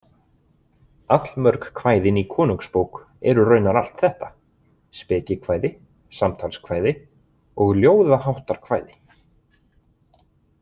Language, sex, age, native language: Icelandic, male, 20-29, Icelandic